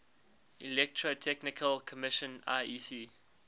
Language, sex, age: English, male, 19